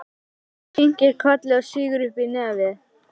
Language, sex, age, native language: Icelandic, female, 12, Icelandic